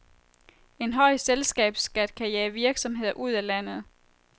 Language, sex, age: Danish, female, 23